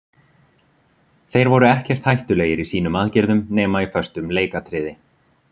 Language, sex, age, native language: Icelandic, male, 30-39, Icelandic